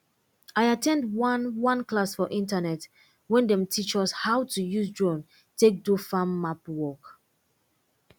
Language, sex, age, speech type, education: Nigerian Pidgin, female, 15-29, spontaneous, secondary